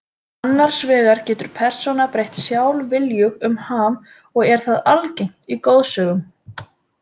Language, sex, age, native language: Icelandic, female, 20-29, Icelandic